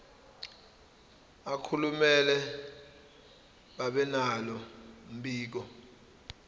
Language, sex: Zulu, male